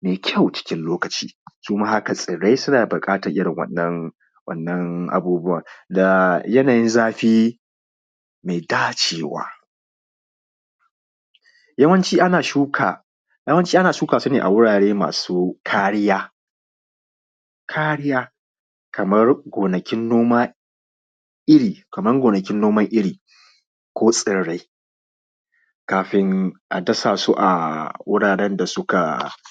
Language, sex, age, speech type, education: Hausa, male, 15-29, spontaneous, primary